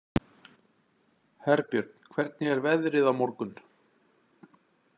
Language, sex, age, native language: Icelandic, male, 40-49, Icelandic